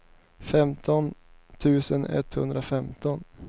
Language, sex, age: Swedish, male, 19